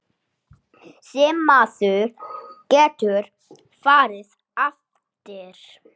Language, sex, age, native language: Icelandic, male, 8, Icelandic